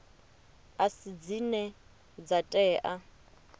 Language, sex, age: Venda, female, 30